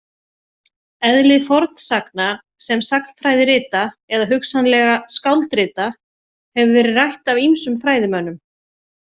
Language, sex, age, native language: Icelandic, female, 40-49, Icelandic